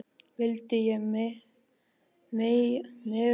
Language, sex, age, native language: Icelandic, male, 8, Icelandic